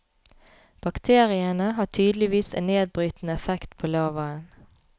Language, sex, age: Norwegian, female, 33